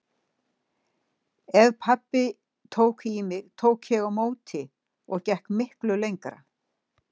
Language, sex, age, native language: Icelandic, female, 60-69, Icelandic